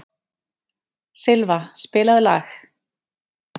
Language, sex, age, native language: Icelandic, female, 30-39, Icelandic